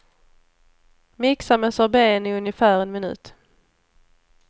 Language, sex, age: Swedish, female, 29